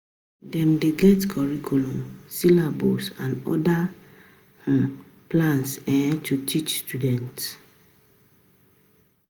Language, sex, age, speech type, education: Nigerian Pidgin, female, 30-45, spontaneous, tertiary